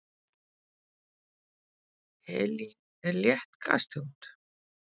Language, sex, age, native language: Icelandic, female, 50-59, Icelandic